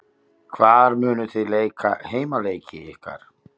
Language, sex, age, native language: Icelandic, male, 50-59, Icelandic